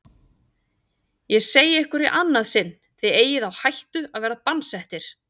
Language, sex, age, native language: Icelandic, female, 40-49, Icelandic